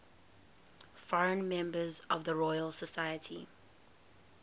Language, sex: English, female